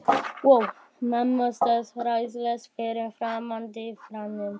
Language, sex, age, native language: Icelandic, male, 12, Icelandic